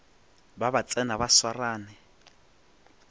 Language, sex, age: Northern Sotho, male, 21